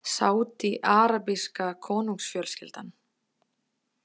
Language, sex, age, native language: Icelandic, female, 20-29, Icelandic